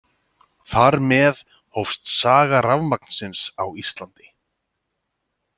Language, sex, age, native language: Icelandic, male, 30-39, Icelandic